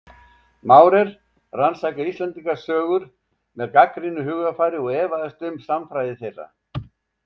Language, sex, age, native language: Icelandic, male, 70-79, Icelandic